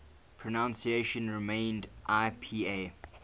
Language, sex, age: English, male, 19